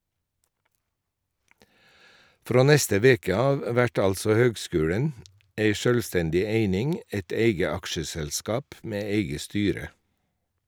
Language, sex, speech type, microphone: Norwegian, male, read, Shure